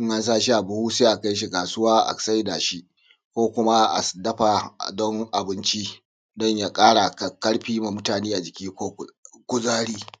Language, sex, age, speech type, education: Hausa, male, 30-45, spontaneous, tertiary